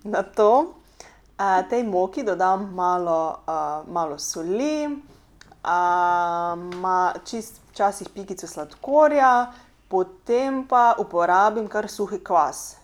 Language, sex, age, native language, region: Slovenian, female, 30-49, Slovenian, Pomurje region